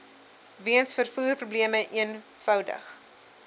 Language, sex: Afrikaans, female